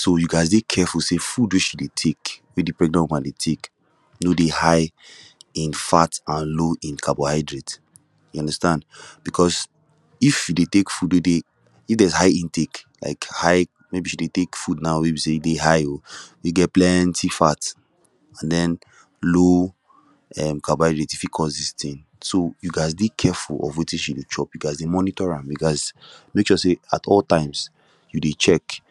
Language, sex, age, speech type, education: Nigerian Pidgin, male, 15-29, spontaneous, tertiary